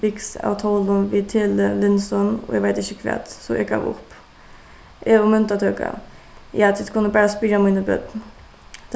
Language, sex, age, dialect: Faroese, female, 15-35, Suðuroy